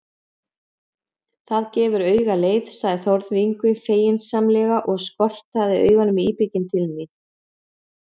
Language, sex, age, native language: Icelandic, female, 40-49, Icelandic